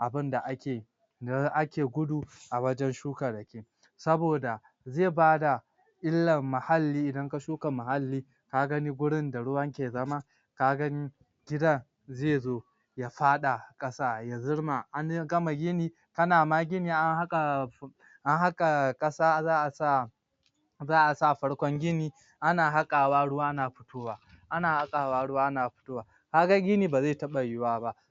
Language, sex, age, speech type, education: Hausa, male, 46-60, spontaneous, tertiary